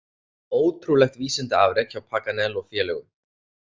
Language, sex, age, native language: Icelandic, male, 30-39, Icelandic